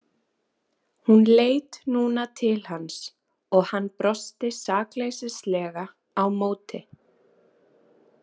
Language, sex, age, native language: Icelandic, female, 30-39, Icelandic